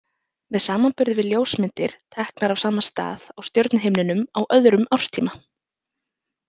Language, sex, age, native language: Icelandic, female, 20-29, Icelandic